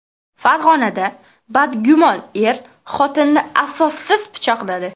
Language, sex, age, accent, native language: Uzbek, female, 18-24, Qashqadaryo, Uzbek